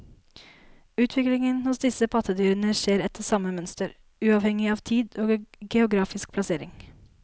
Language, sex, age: Norwegian, female, 19